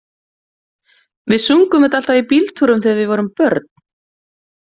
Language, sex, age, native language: Icelandic, female, 40-49, Icelandic